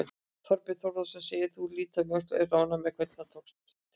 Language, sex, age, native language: Icelandic, female, 60-69, Icelandic